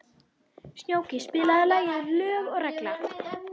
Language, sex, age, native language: Icelandic, female, 21, Icelandic